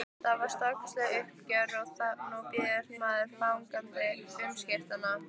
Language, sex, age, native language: Icelandic, female, 15, Icelandic